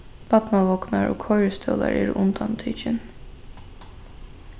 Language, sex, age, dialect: Faroese, female, 15-35, Norðurstreymoy/Eysturoy